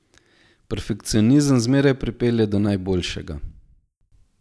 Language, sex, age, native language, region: Slovenian, male, 18-29, Slovenian, Zasavska region